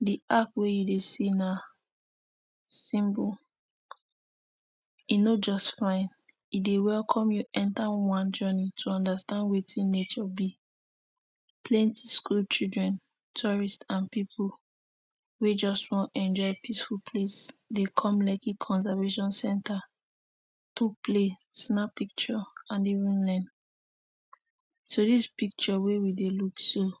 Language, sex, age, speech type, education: Nigerian Pidgin, female, 15-29, spontaneous, tertiary